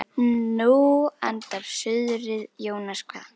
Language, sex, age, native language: Icelandic, female, 10, Icelandic